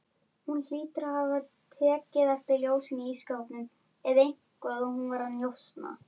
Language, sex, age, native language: Icelandic, female, 10, Icelandic